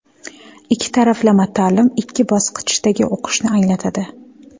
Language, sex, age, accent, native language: Uzbek, female, 18-24, Xorazm, Uzbek